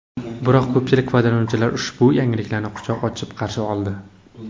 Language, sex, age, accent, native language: Uzbek, male, 18-24, Jizzax, Uzbek